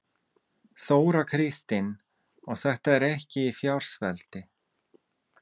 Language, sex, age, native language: Icelandic, male, 30-39, Russian